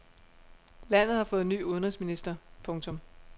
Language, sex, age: Danish, female, 36